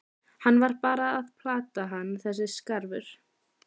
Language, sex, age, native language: Icelandic, female, 12, Icelandic